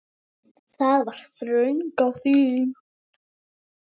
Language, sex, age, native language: Icelandic, female, 8, Icelandic